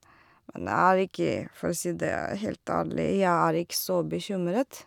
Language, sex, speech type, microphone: Norwegian, female, spontaneous, Shure